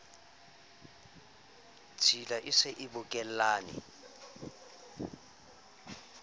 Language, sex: Southern Sotho, male